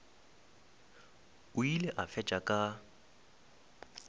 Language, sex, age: Northern Sotho, male, 20